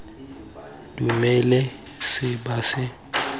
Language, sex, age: Tswana, male, 20